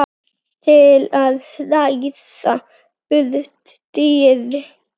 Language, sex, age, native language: Icelandic, female, 9, Icelandic